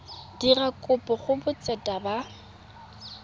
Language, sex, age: Tswana, female, 22